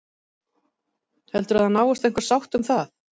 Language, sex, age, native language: Icelandic, female, 50-59, Icelandic